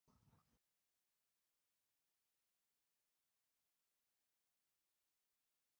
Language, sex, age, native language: Icelandic, female, 50-59, Icelandic